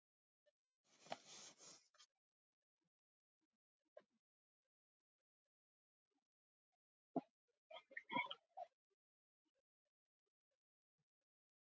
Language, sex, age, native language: Icelandic, male, 11, Icelandic